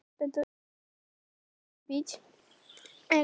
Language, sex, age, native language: Icelandic, female, 18-19, Icelandic